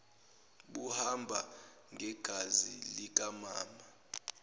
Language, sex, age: Zulu, male, 18